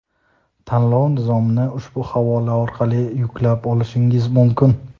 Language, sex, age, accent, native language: Uzbek, male, 19-29, Toshkent shahri, Uzbek